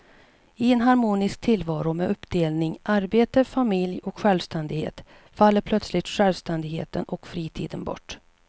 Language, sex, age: Swedish, female, 37